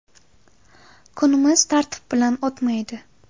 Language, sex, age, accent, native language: Uzbek, female, 18-24, Qashqadaryo, Uzbek